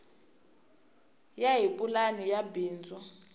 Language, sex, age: Tsonga, female, 24